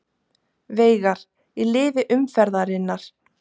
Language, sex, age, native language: Icelandic, female, 30-39, Icelandic